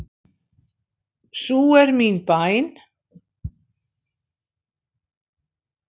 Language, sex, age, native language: Icelandic, female, 60-69, Icelandic